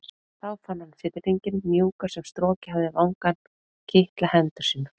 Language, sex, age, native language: Icelandic, female, 40-49, Icelandic